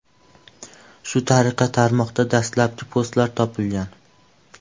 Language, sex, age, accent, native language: Uzbek, male, 12-17, Andijon, Uzbek